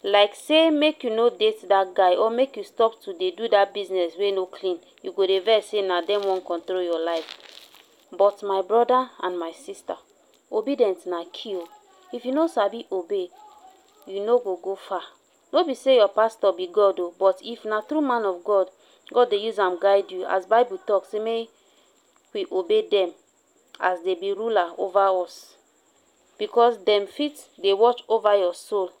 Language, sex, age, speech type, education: Nigerian Pidgin, female, 15-29, spontaneous, tertiary